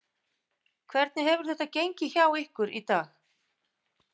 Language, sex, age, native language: Icelandic, female, 50-59, Icelandic